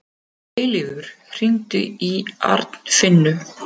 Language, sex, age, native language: Icelandic, female, 50-59, Icelandic